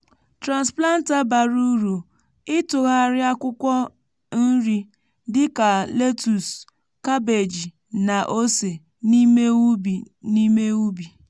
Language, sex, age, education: Igbo, female, 15-29, tertiary